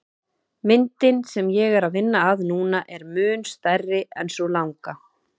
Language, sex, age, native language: Icelandic, female, 30-39, Icelandic